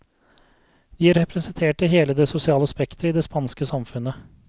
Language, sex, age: Norwegian, male, 32